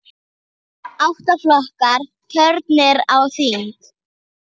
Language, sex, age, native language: Icelandic, female, 8, Icelandic